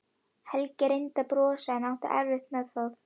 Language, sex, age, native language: Icelandic, female, 11, Icelandic